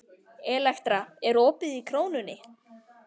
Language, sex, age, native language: Icelandic, female, 13, Icelandic